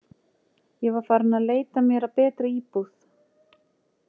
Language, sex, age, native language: Icelandic, female, 40-49, Icelandic